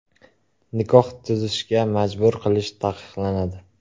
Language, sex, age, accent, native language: Uzbek, male, 18-24, Qashqadaryo, Uzbek